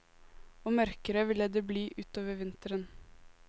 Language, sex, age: Norwegian, female, 18